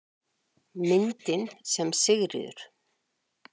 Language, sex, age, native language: Icelandic, female, 60-69, Icelandic